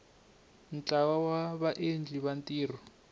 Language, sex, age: Tsonga, male, 21